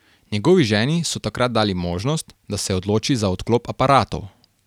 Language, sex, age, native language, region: Slovenian, male, 18-29, Slovenian, Carinthia region